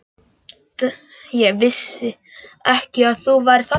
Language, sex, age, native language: Icelandic, male, 11, Icelandic